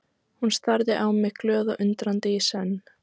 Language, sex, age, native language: Icelandic, female, 14, Icelandic